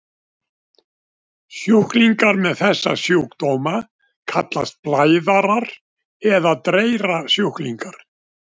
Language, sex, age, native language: Icelandic, male, 70-79, Icelandic